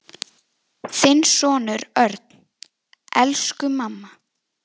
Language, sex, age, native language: Icelandic, female, 10, Icelandic